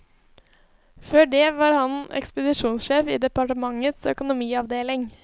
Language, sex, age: Norwegian, female, 20